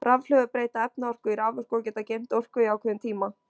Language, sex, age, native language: Icelandic, female, 20-29, Icelandic